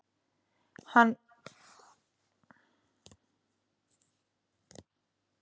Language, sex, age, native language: Icelandic, female, 20-29, Icelandic